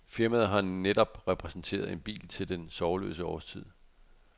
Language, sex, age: Danish, male, 48